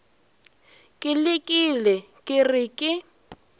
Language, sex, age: Northern Sotho, female, 20